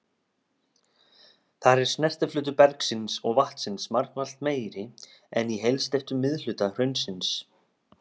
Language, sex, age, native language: Icelandic, male, 30-39, Icelandic